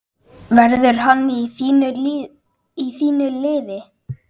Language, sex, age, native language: Icelandic, female, 10, Icelandic